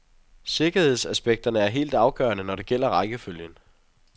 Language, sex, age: Danish, male, 23